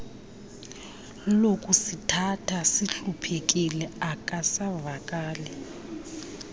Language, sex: Xhosa, female